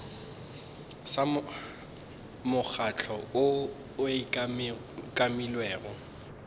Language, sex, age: Northern Sotho, male, 24